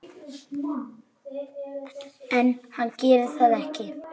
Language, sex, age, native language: Icelandic, male, 8, Icelandic